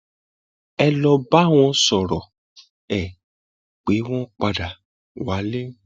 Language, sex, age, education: Yoruba, male, 30-45, tertiary